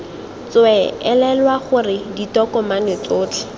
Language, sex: Tswana, female